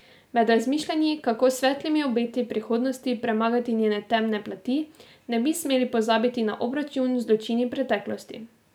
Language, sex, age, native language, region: Slovenian, female, 18-29, Slovenian, Drava region